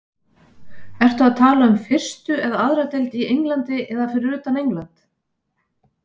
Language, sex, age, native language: Icelandic, female, 50-59, Icelandic